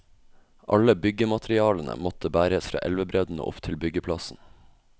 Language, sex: Norwegian, male